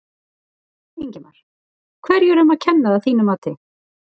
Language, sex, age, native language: Icelandic, female, 40-49, Icelandic